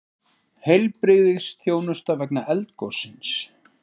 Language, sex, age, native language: Icelandic, male, 40-49, Icelandic